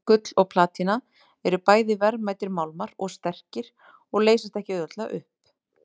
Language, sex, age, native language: Icelandic, female, 30-39, Icelandic